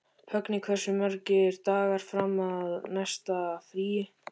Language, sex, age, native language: Icelandic, male, 13, Icelandic